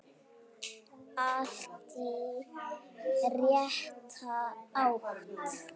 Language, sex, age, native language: Icelandic, female, 9, Icelandic